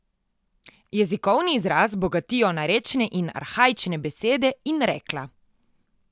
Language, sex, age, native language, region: Slovenian, female, 18-29, Slovenian, Coastal Karst region